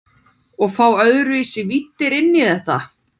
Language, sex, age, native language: Icelandic, female, 30-39, Icelandic